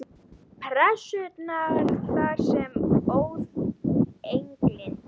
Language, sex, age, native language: Icelandic, female, 12, Icelandic